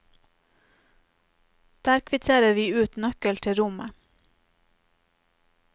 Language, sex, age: Norwegian, female, 30